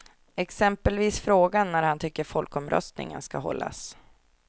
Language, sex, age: Swedish, female, 24